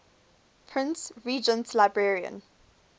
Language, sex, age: English, female, 21